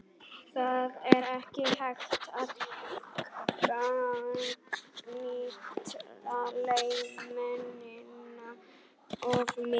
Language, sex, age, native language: Icelandic, male, 18-19, Icelandic